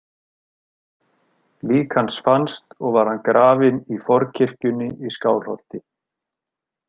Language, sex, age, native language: Icelandic, male, 30-39, Icelandic